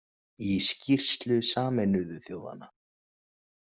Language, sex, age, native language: Icelandic, male, 20-29, Icelandic